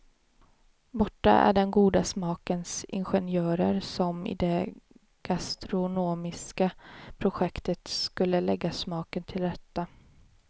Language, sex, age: Swedish, female, 18